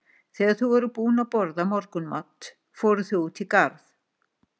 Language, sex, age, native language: Icelandic, female, 60-69, Icelandic